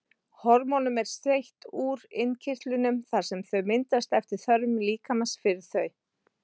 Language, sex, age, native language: Icelandic, female, 40-49, Icelandic